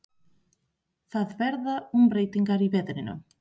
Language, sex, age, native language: Icelandic, female, 30-39, Spanish